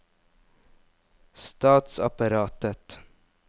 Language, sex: Norwegian, male